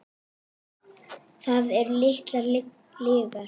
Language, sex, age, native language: Icelandic, female, 8, Icelandic